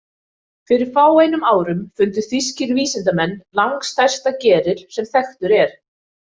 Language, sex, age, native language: Icelandic, female, 20-29, Icelandic